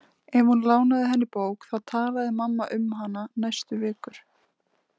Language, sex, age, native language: Icelandic, female, 20-29, Icelandic